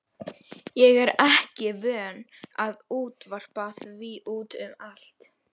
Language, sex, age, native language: Icelandic, female, 11, Polish